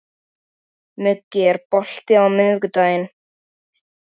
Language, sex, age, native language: Icelandic, male, 13, Icelandic